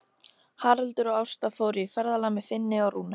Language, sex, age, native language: Icelandic, female, 13, Icelandic